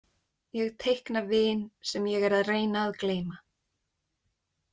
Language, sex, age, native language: Icelandic, female, 20-29, Icelandic